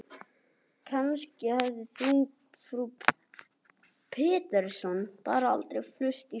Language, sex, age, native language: Icelandic, other, 11, Icelandic